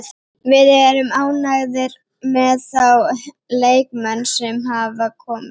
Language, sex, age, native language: Icelandic, female, 18-19, Icelandic